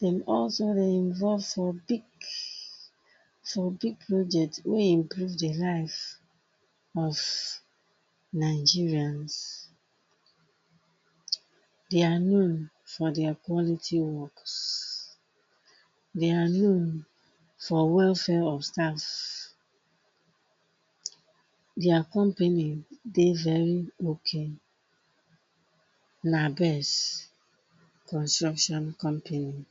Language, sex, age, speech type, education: Nigerian Pidgin, female, 30-45, spontaneous, tertiary